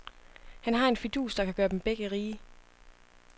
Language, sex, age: Danish, female, 25